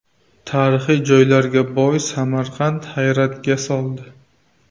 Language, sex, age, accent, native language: Uzbek, male, 18-24, Navoiy, Uzbek